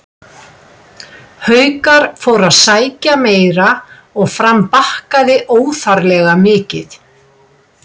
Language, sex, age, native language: Icelandic, female, 60-69, Icelandic